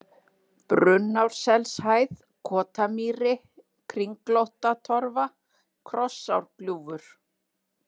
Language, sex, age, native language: Icelandic, female, 40-49, Icelandic